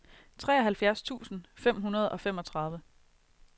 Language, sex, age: Danish, female, 22